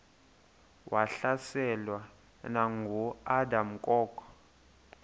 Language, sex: Xhosa, male